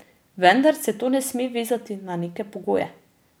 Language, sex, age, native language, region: Slovenian, female, 30-49, Slovenian, Drava region